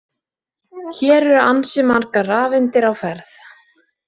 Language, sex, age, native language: Icelandic, female, 20-29, Icelandic